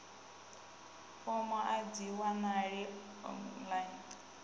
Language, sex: Venda, female